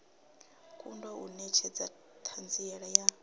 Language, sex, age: Venda, female, 26